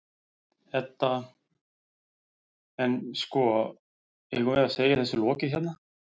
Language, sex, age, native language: Icelandic, male, 40-49, Icelandic